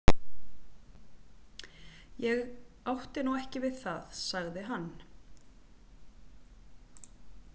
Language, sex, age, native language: Icelandic, female, 40-49, Icelandic